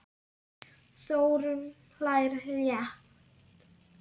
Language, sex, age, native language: Icelandic, female, 10, Icelandic